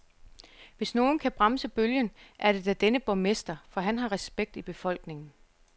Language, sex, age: Danish, female, 34